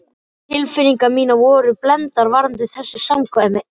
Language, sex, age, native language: Icelandic, male, 12, Icelandic